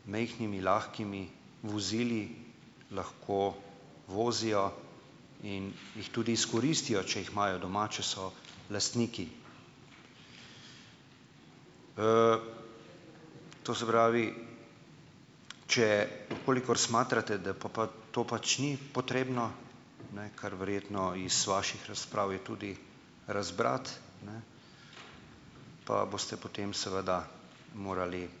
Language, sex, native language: Slovenian, male, Slovenian